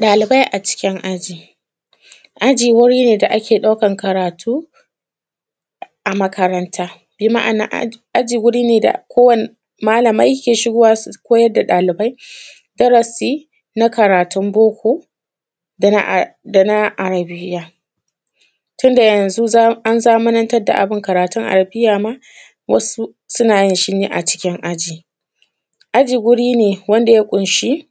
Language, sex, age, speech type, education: Hausa, female, 15-29, spontaneous, tertiary